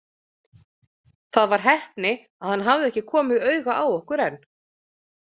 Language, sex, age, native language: Icelandic, female, 30-39, Icelandic